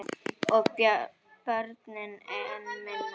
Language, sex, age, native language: Icelandic, female, 10, Icelandic